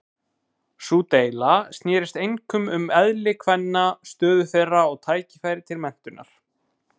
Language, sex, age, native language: Icelandic, male, 20-29, Icelandic